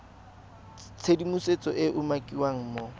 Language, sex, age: Tswana, male, 20